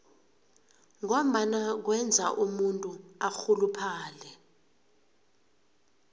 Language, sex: South Ndebele, female